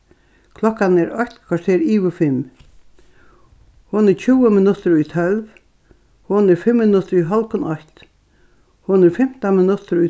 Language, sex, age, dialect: Faroese, female, 61+, Norðurstreymoy/Eysturoy